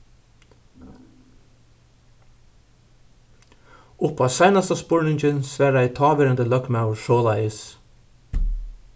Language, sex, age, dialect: Faroese, male, 61+, Suðurstreymoy